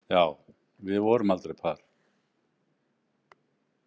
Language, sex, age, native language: Icelandic, male, 60-69, Icelandic